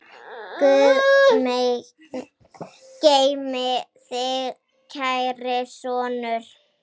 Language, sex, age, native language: Icelandic, female, 10, Icelandic